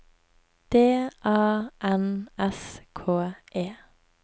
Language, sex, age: Norwegian, female, 24